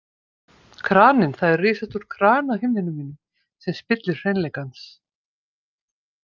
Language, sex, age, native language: Icelandic, female, 50-59, Icelandic